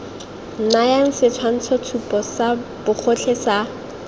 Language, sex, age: Tswana, female, 23